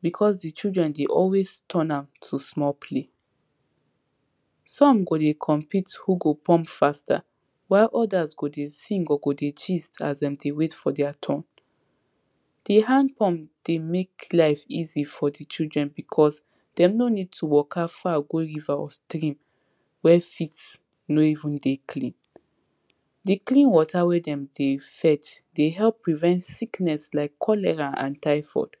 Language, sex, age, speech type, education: Nigerian Pidgin, female, 15-29, spontaneous, tertiary